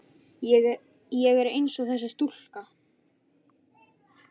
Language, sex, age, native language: Icelandic, male, 9, Icelandic